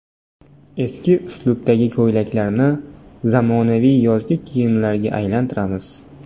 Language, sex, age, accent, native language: Uzbek, male, 18-24, Namangan, Uzbek